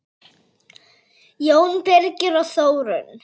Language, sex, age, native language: Icelandic, female, 9, Icelandic